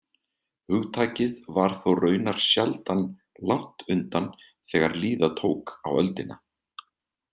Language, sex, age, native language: Icelandic, male, 30-39, Icelandic